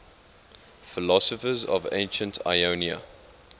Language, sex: English, male